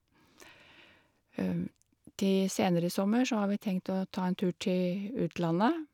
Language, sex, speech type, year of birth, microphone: Norwegian, female, spontaneous, 1952, Shure